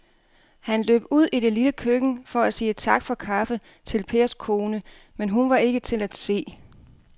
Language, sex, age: Danish, female, 32